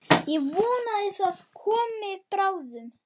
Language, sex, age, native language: Icelandic, male, 8, Icelandic